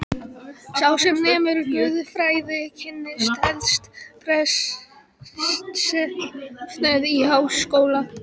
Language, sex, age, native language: Icelandic, female, 12, Icelandic